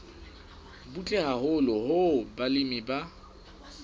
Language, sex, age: Southern Sotho, male, 19